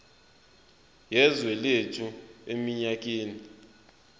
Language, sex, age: Zulu, male, 22